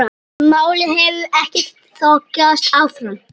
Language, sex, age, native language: Icelandic, male, 8, Icelandic